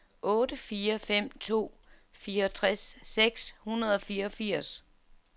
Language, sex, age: Danish, female, 47